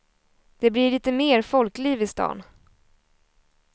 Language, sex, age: Swedish, female, 20